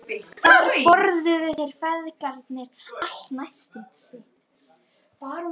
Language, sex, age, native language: Icelandic, female, 12, Icelandic